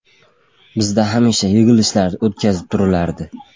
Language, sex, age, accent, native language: Uzbek, male, 18-24, Andijon, Uzbek